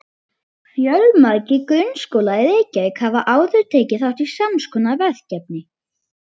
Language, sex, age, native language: Icelandic, female, 30-39, Icelandic